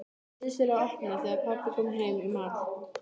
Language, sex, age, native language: Icelandic, female, 13, Icelandic